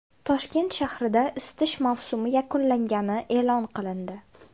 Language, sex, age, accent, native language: Uzbek, female, 18-24, Toshkent viloyati, Uzbek